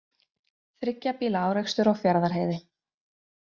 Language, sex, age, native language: Icelandic, female, 20-29, Icelandic